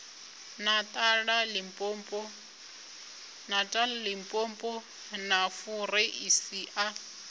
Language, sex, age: Venda, female, 25